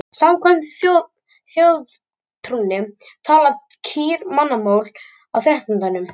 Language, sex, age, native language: Icelandic, male, 18-19, Icelandic